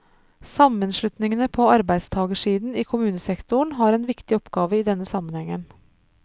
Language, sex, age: Norwegian, female, 33